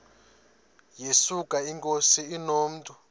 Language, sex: Xhosa, male